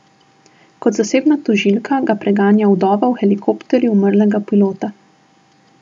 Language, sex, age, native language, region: Slovenian, female, 18-29, Slovenian, Southeast Slovenia